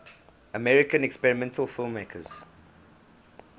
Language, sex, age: English, male, 24